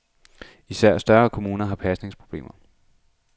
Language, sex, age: Danish, male, 26